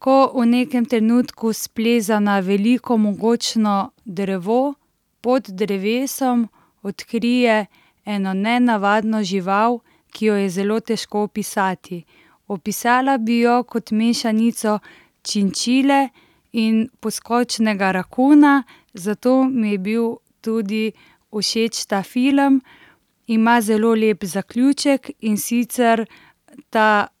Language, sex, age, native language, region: Slovenian, female, 30-49, Slovenian, Central Slovenia